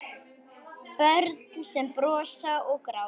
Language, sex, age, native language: Icelandic, female, 10, Icelandic